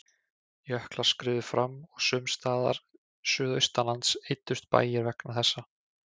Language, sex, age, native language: Icelandic, male, 20-29, Icelandic